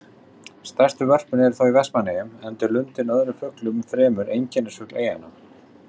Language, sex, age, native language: Icelandic, male, 40-49, Icelandic